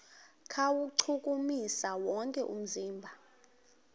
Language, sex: Xhosa, female